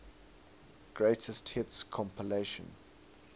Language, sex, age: English, male, 19